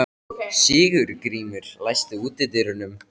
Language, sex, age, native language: Icelandic, male, 13, Icelandic